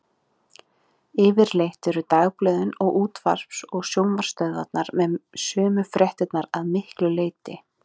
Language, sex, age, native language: Icelandic, female, 30-39, Icelandic